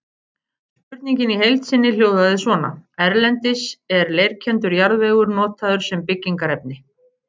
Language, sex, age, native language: Icelandic, female, 50-59, Icelandic